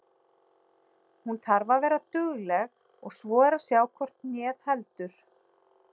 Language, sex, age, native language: Icelandic, female, 40-49, Icelandic